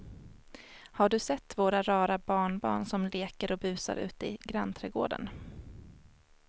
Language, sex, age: Swedish, female, 21